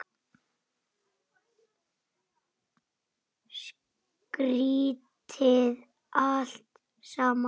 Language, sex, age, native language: Icelandic, female, 8, Icelandic